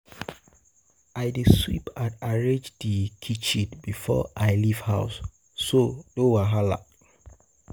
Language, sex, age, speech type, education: Nigerian Pidgin, male, 15-29, spontaneous, tertiary